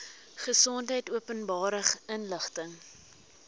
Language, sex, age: Afrikaans, female, 19